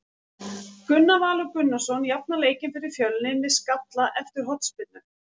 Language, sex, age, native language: Icelandic, female, 40-49, Icelandic